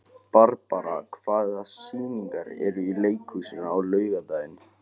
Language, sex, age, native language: Icelandic, male, 18-19, Icelandic